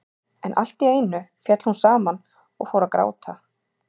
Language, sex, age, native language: Icelandic, female, 30-39, Icelandic